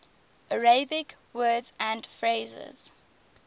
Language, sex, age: English, female, 19